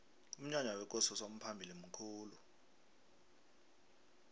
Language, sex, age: South Ndebele, male, 23